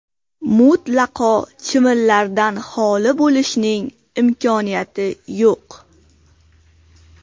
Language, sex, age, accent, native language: Uzbek, female, 18-24, Qashqadaryo, Uzbek